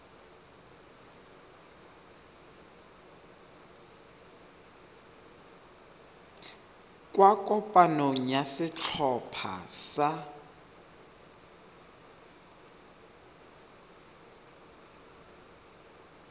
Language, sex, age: Tswana, male, 23